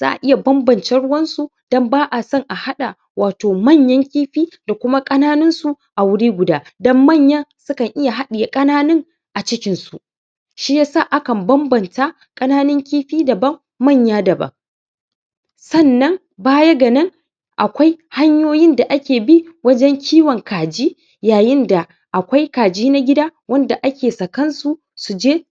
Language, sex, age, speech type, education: Hausa, male, 15-29, spontaneous, primary